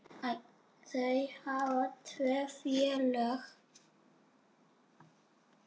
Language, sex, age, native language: Icelandic, female, 6, Icelandic